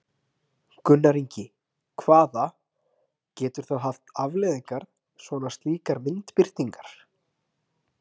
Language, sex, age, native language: Icelandic, male, 30-39, Icelandic